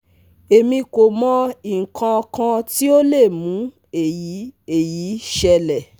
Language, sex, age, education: Yoruba, female, 30-45, tertiary